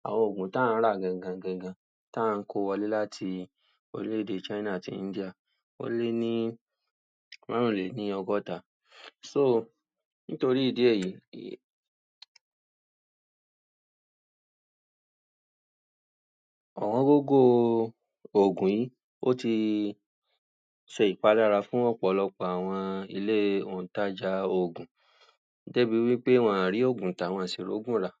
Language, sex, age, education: Yoruba, male, 46-60, tertiary